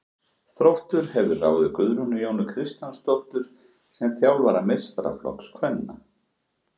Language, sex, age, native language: Icelandic, male, 40-49, Icelandic